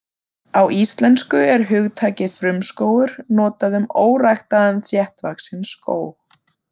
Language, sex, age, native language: Icelandic, female, 30-39, Icelandic